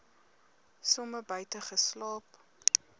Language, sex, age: Afrikaans, female, 18